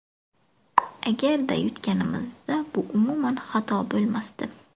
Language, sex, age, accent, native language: Uzbek, female, 18-24, Buxoro, Uzbek